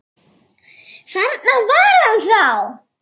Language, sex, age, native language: Icelandic, female, 9, Icelandic